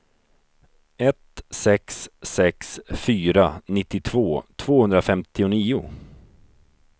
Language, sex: Swedish, male